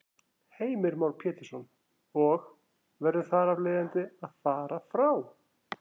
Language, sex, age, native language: Icelandic, female, 40-49, Icelandic